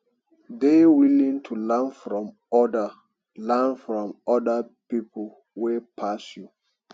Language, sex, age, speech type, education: Nigerian Pidgin, male, 30-45, spontaneous, tertiary